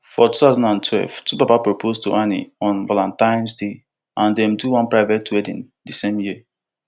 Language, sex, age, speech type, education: Nigerian Pidgin, male, 15-29, spontaneous, tertiary